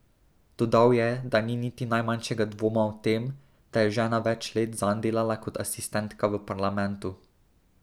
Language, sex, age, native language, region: Slovenian, male, 18-29, Slovenian, Drava region